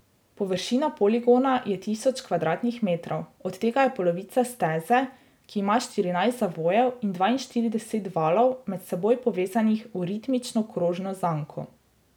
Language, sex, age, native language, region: Slovenian, female, 18-29, Slovenian, Drava region